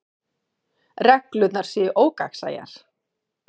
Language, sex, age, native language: Icelandic, female, 40-49, Icelandic